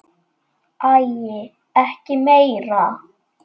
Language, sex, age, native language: Icelandic, male, 9, Icelandic